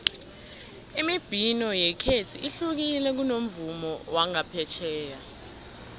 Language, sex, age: South Ndebele, female, 19